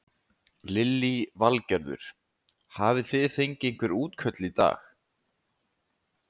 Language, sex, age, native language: Icelandic, male, 20-29, Icelandic